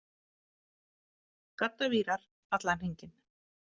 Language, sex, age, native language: Icelandic, female, 50-59, Icelandic